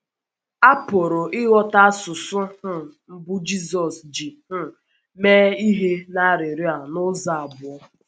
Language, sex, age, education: Igbo, female, 15-29, secondary